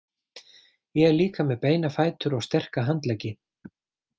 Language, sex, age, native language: Icelandic, male, 40-49, Icelandic